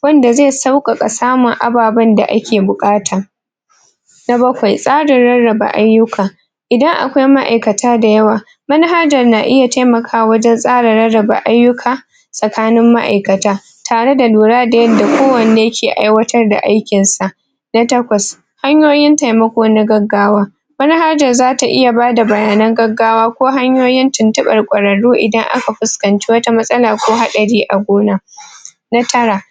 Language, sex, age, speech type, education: Hausa, female, 15-29, spontaneous, tertiary